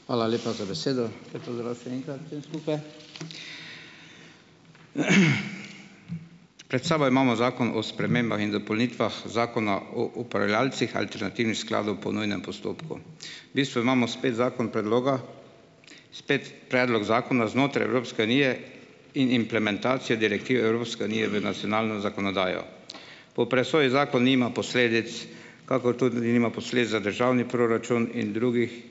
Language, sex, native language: Slovenian, male, Slovenian